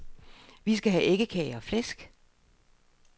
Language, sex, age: Danish, female, 60